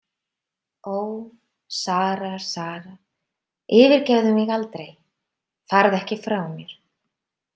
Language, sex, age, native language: Icelandic, female, 30-39, Icelandic